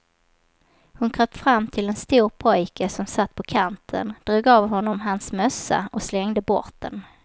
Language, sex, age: Swedish, female, 27